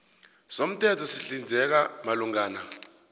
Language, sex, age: South Ndebele, male, 21